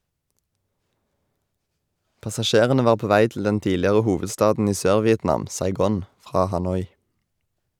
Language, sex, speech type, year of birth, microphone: Norwegian, male, read, 1990, Shure